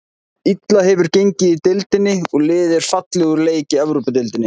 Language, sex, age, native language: Icelandic, male, 20-29, Icelandic